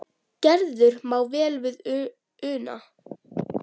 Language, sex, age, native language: Icelandic, female, 10, Icelandic